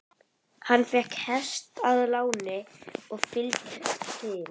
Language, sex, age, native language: Icelandic, female, 11, Icelandic